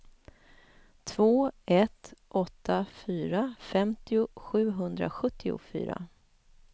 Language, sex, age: Swedish, female, 41